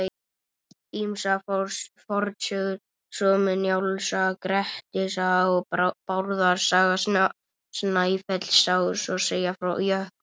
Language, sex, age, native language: Icelandic, male, 18-19, Icelandic